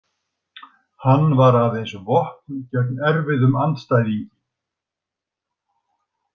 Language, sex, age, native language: Icelandic, male, 60-69, Icelandic